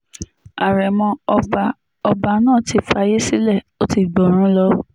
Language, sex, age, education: Yoruba, female, 30-45, tertiary